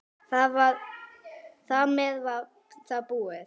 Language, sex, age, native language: Icelandic, female, 9, Icelandic